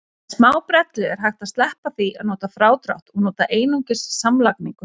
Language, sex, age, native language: Icelandic, female, 40-49, Icelandic